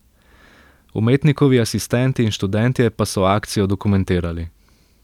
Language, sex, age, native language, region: Slovenian, male, 18-29, Slovenian, Central Slovenia